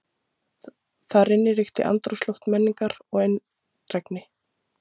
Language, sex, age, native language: Icelandic, female, 30-39, Icelandic